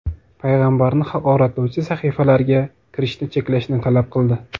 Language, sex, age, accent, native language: Uzbek, male, 18-24, Toshkent viloyati, Uzbek